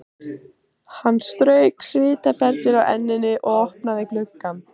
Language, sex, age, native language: Icelandic, female, 15, Icelandic